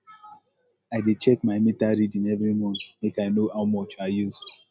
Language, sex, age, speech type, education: Nigerian Pidgin, male, 15-29, spontaneous, tertiary